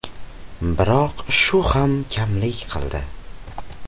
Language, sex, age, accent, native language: Uzbek, male, 18-24, Farg'ona, Uzbek